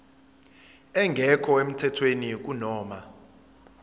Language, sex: Zulu, female